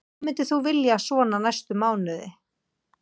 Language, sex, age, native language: Icelandic, female, 40-49, Icelandic